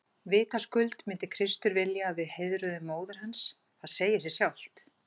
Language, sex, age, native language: Icelandic, female, 40-49, Icelandic